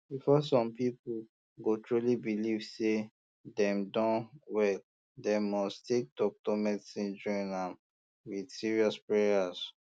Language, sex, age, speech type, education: Nigerian Pidgin, male, 15-29, spontaneous, tertiary